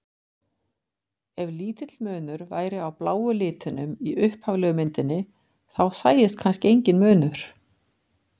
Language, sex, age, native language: Icelandic, female, 50-59, Icelandic